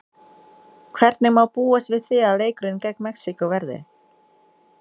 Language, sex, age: Icelandic, female, 20-29